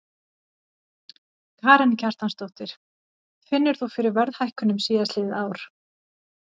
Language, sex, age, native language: Icelandic, female, 50-59, Icelandic